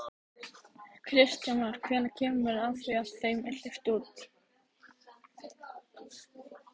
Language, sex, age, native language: Icelandic, female, 18-19, Icelandic